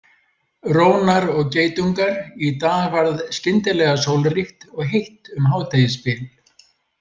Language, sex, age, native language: Icelandic, male, 70-79, Icelandic